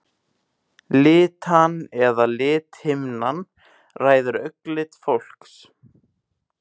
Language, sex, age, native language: Icelandic, male, 18-19, Icelandic